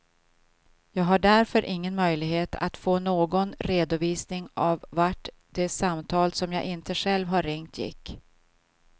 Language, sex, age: Swedish, female, 52